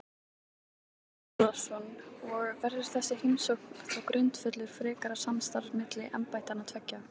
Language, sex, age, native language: Icelandic, female, 18-19, Icelandic